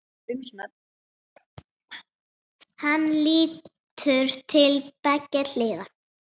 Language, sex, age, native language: Icelandic, female, 6, Icelandic